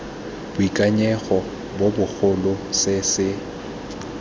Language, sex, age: Tswana, male, 22